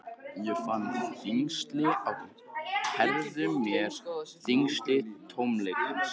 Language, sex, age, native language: Icelandic, male, 14, Icelandic